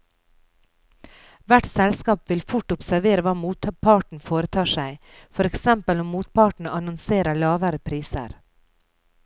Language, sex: Norwegian, female